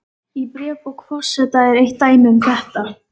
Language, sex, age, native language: Icelandic, female, 11, Icelandic